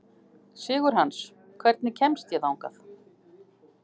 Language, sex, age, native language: Icelandic, female, 50-59, Icelandic